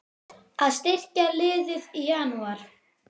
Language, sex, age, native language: Icelandic, male, 10, Icelandic